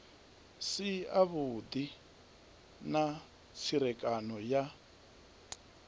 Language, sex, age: Venda, male, 39